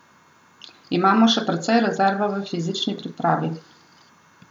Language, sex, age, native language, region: Slovenian, female, 30-49, Slovenian, Southeast Slovenia